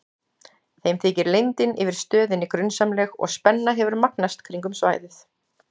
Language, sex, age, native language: Icelandic, female, 40-49, Icelandic